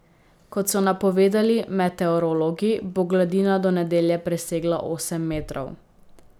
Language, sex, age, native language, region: Slovenian, female, 18-29, Slovenian, Drava region